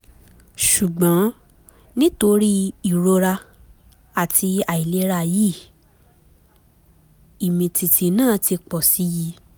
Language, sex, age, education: Yoruba, female, 15-29, tertiary